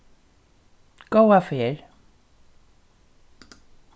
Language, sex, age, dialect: Faroese, female, 36-60, Suðurstreymoy